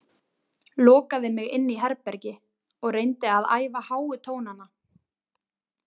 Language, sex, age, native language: Icelandic, female, 20-29, Icelandic